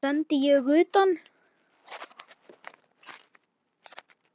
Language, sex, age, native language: Icelandic, male, 10, Icelandic